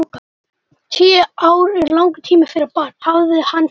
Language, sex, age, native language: Icelandic, male, 12, Icelandic